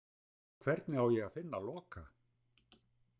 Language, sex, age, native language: Icelandic, male, 60-69, Icelandic